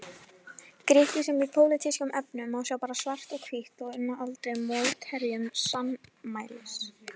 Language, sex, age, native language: Icelandic, female, 18-19, Icelandic